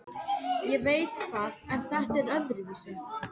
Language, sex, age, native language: Icelandic, female, 12, Icelandic